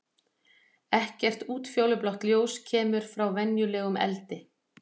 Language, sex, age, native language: Icelandic, female, 40-49, Icelandic